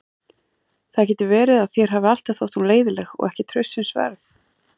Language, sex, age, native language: Icelandic, female, 40-49, Icelandic